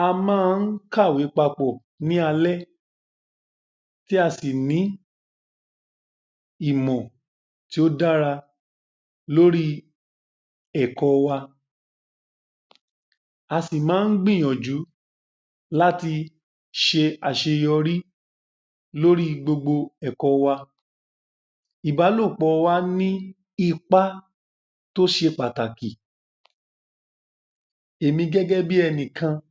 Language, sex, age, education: Yoruba, male, 15-29, tertiary